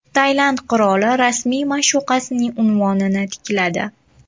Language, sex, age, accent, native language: Uzbek, female, 19-29, Toshkent viloyati, Uzbek